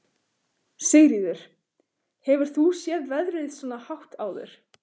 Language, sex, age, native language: Icelandic, female, 15, Icelandic